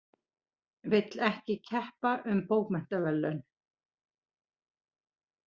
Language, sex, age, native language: Icelandic, female, 40-49, Icelandic